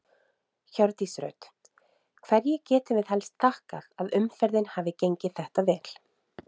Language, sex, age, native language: Icelandic, female, 30-39, Icelandic